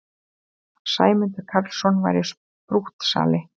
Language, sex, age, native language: Icelandic, female, 30-39, Icelandic